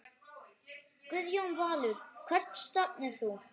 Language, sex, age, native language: Icelandic, male, 9, Icelandic